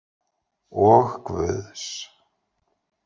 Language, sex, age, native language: Icelandic, male, 40-49, Icelandic